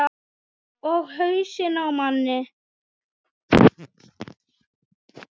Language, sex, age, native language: Icelandic, male, 6, Icelandic